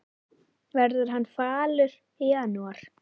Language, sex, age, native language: Icelandic, female, 10, Icelandic